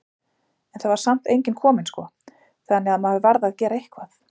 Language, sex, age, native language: Icelandic, female, 40-49, Icelandic